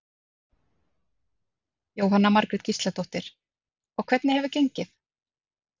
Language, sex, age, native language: Icelandic, female, 30-39, Icelandic